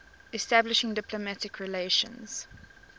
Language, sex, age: English, female, 24